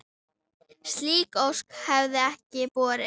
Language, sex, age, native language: Icelandic, female, 10, Icelandic